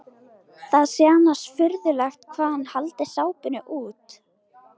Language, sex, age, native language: Icelandic, female, 13, Icelandic